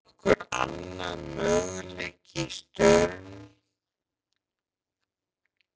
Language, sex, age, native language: Icelandic, male, 14, Icelandic